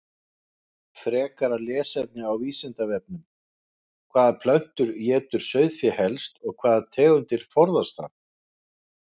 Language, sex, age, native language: Icelandic, male, 50-59, Icelandic